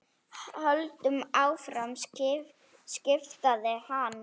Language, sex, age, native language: Icelandic, female, 7, Icelandic